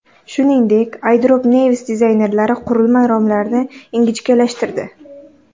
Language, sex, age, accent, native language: Uzbek, female, 12-17, Qoraqalpog'iston, Uzbek